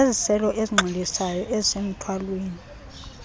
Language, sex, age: Xhosa, female, 32